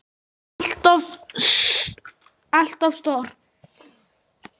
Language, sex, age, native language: Icelandic, male, 8, Icelandic